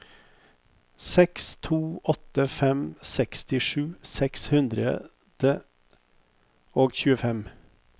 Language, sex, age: Norwegian, male, 50